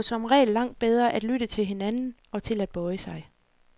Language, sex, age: Danish, female, 40